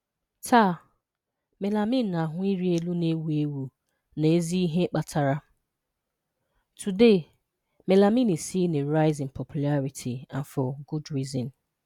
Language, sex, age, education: Igbo, female, 30-45, tertiary